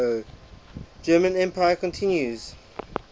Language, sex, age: English, male, 23